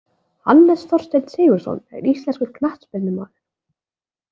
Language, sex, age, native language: Icelandic, female, 20-29, Icelandic